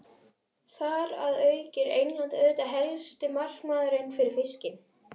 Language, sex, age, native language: Icelandic, female, 11, Icelandic